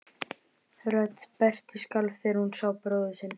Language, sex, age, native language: Icelandic, male, 11, Icelandic